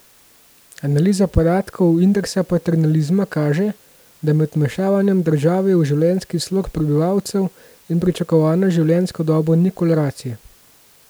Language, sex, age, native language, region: Slovenian, male, 18-29, Slovenian, Gorenjska region